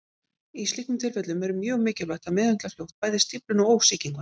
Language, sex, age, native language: Icelandic, female, 50-59, Icelandic